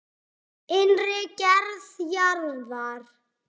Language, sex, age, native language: Icelandic, male, 6, Icelandic